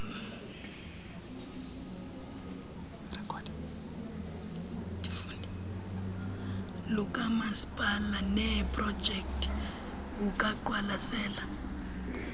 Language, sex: Xhosa, female